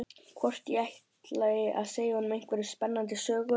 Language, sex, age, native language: Icelandic, male, 12, Icelandic